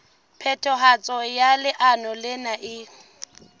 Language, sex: Southern Sotho, female